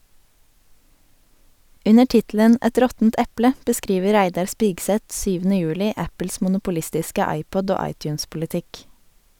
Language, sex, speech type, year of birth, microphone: Norwegian, female, read, 1987, Sennheiser